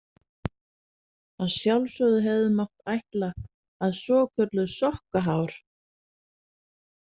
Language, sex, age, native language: Icelandic, female, 40-49, Danish